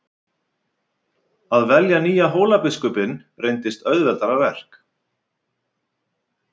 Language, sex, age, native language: Icelandic, male, 50-59, Icelandic